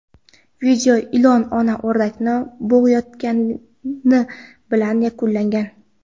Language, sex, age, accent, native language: Uzbek, female, 18-24, Qoraqalpog'iston, Karakalpak